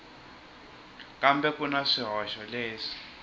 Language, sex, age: Tsonga, male, 21